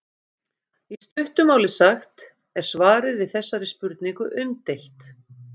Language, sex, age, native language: Icelandic, female, 50-59, Icelandic